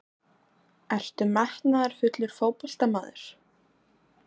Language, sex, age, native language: Icelandic, female, 20-29, Icelandic